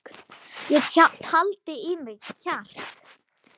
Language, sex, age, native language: Icelandic, female, 8, Icelandic